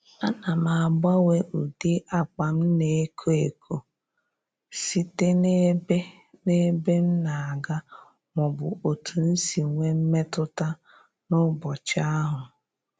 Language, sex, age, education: Igbo, female, 30-45, tertiary